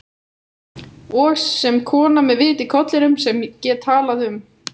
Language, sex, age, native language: Icelandic, female, 18-19, Icelandic